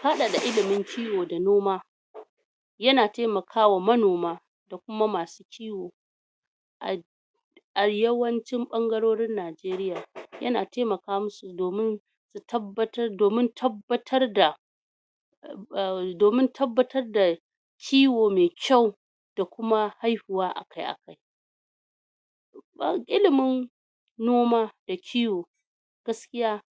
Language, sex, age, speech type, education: Hausa, female, 46-60, spontaneous, tertiary